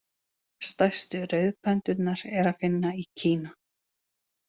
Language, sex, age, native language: Icelandic, female, 40-49, Icelandic